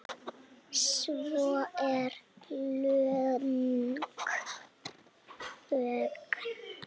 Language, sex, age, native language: Icelandic, male, 7, Icelandic